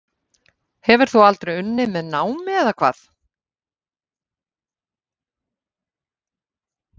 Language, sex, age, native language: Icelandic, female, 50-59, Icelandic